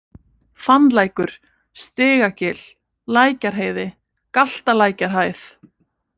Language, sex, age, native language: Icelandic, female, 20-29, Icelandic